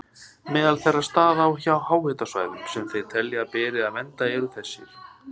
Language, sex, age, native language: Icelandic, male, 30-39, Icelandic